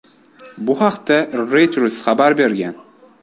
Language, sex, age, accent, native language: Uzbek, male, 25-34, Toshkent viloyati, Uzbek